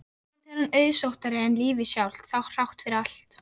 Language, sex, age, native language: Icelandic, female, 13, Icelandic